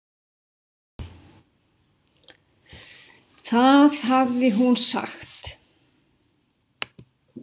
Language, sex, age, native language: Icelandic, female, 60-69, Icelandic